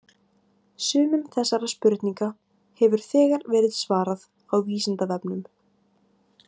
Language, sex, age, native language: Icelandic, female, 18-19, Icelandic